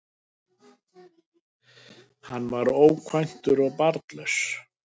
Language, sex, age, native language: Icelandic, male, 60-69, Icelandic